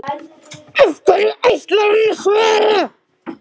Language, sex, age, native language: Icelandic, male, 10, Icelandic